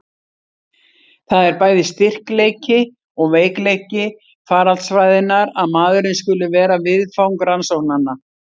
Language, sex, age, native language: Icelandic, female, 60-69, Icelandic